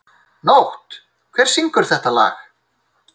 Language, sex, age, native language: Icelandic, male, 30-39, Icelandic